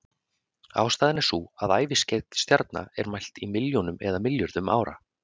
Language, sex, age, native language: Icelandic, male, 30-39, Icelandic